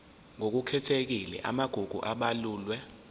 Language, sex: Zulu, male